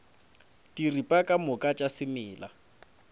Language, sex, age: Northern Sotho, male, 20